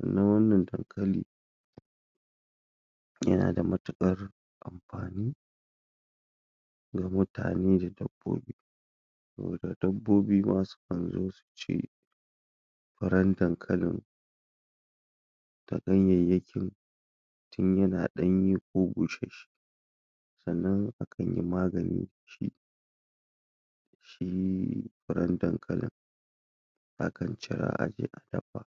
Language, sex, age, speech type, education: Hausa, female, 60+, spontaneous, secondary